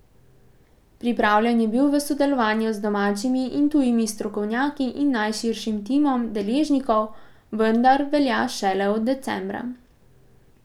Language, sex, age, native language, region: Slovenian, female, 18-29, Slovenian, Pomurje region